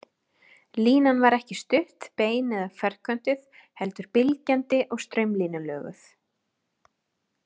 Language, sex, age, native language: Icelandic, female, 30-39, Icelandic